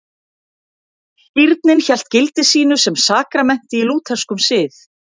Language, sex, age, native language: Icelandic, female, 50-59, Icelandic